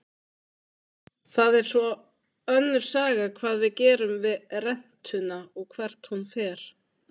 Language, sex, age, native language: Icelandic, female, 20-29, Icelandic